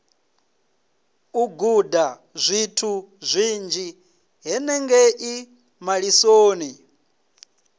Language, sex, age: Venda, male, 26